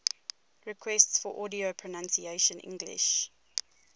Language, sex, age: English, female, 22